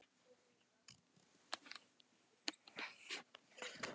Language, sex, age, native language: Icelandic, male, 10, Icelandic